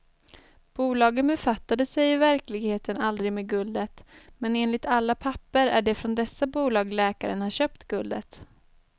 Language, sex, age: Swedish, female, 23